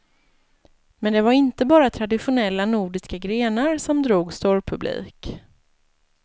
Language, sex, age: Swedish, female, 36